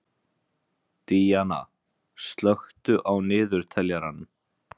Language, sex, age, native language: Icelandic, male, 20-29, Icelandic